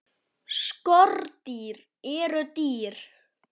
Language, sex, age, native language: Icelandic, male, 10, Icelandic